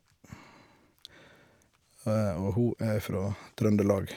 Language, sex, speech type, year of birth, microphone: Norwegian, male, spontaneous, 1971, Shure